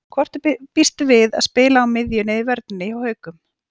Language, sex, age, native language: Icelandic, female, 40-49, Icelandic